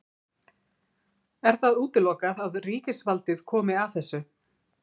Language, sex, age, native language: Icelandic, female, 40-49, Icelandic